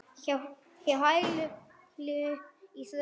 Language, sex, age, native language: Icelandic, female, 9, Icelandic